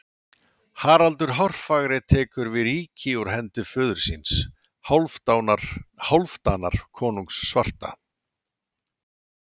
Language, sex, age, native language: Icelandic, male, 40-49, Icelandic